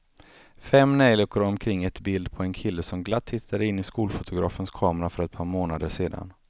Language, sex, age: Swedish, male, 35